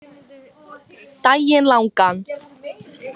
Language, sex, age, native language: Icelandic, female, 18-19, Icelandic